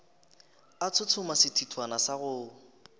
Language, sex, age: Northern Sotho, male, 23